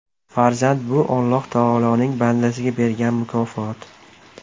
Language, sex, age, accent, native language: Uzbek, male, 18-24, Namangan, Uzbek